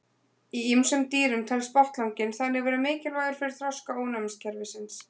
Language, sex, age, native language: Icelandic, female, 20-29, Icelandic